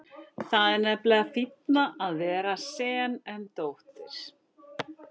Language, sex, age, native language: Icelandic, female, 13, Icelandic